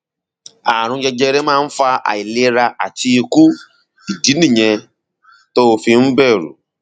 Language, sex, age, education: Yoruba, male, 30-45, tertiary